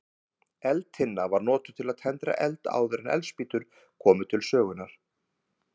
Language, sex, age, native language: Icelandic, male, 50-59, Icelandic